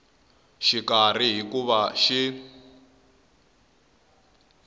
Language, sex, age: Tsonga, male, 21